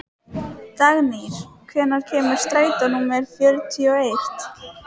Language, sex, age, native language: Icelandic, female, 18-19, Icelandic